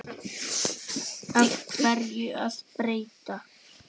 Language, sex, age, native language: Icelandic, male, 9, Icelandic